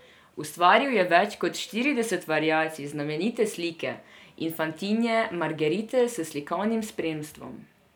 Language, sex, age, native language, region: Slovenian, female, 18-29, Serbian, Drava region